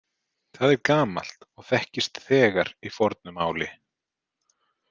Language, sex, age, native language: Icelandic, male, 30-39, Icelandic